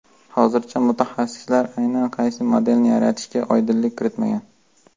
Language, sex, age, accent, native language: Uzbek, male, 18-24, Farg'ona, Uzbek